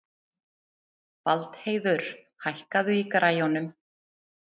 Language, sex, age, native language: Icelandic, female, 30-39, Icelandic